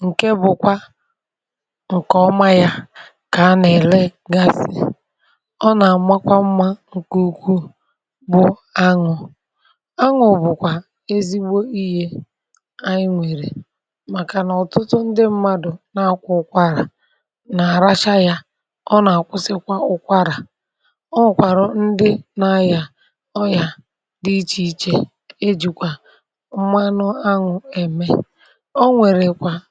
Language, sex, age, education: Igbo, female, 46-60, tertiary